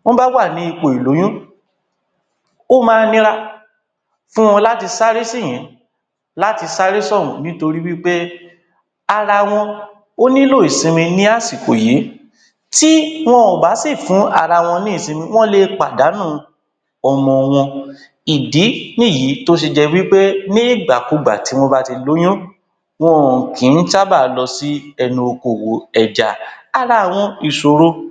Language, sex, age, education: Yoruba, male, 60+, tertiary